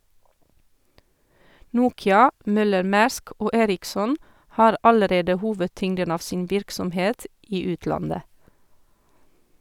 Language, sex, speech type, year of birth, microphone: Norwegian, female, read, 1978, Sennheiser